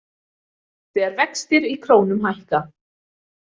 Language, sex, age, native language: Icelandic, female, 20-29, Icelandic